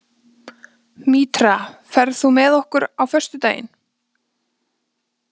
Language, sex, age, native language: Icelandic, female, 20-29, Icelandic